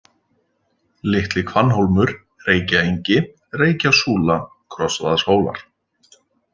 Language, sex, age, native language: Icelandic, male, 40-49, Icelandic